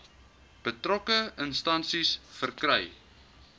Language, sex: Afrikaans, male